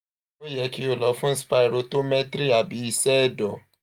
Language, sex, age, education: Yoruba, male, 30-45, tertiary